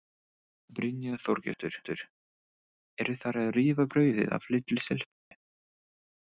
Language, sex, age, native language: Icelandic, male, 20-29, English